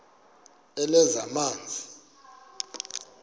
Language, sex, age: Xhosa, male, 23